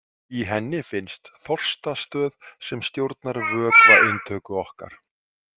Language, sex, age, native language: Icelandic, male, 40-49, Icelandic